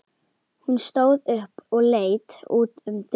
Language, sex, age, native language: Icelandic, female, 11, Icelandic